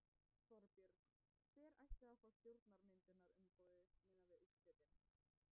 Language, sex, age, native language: Icelandic, female, 20-29, Icelandic